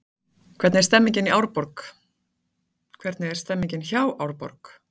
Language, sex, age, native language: Icelandic, female, 40-49, Icelandic